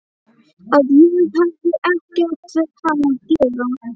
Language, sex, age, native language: Icelandic, female, 11, Icelandic